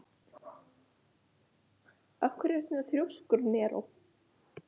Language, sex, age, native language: Icelandic, male, 11, Icelandic